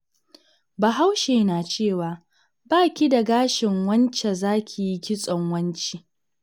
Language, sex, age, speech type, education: Hausa, female, 15-29, read, secondary